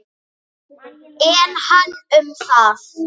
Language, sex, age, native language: Icelandic, female, 9, Icelandic